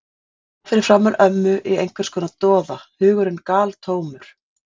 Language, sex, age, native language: Icelandic, female, 40-49, Icelandic